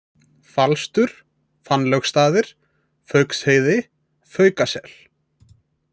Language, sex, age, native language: Icelandic, male, 20-29, Icelandic